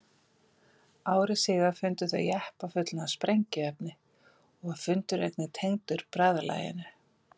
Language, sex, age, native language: Icelandic, female, 50-59, Icelandic